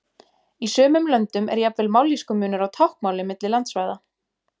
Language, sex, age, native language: Icelandic, female, 20-29, Icelandic